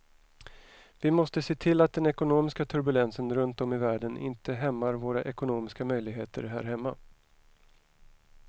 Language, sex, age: Swedish, male, 41